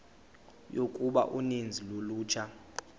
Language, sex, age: Xhosa, male, 22